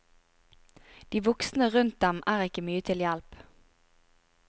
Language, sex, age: Norwegian, female, 25